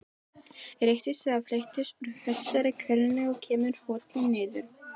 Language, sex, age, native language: Icelandic, female, 12, Polish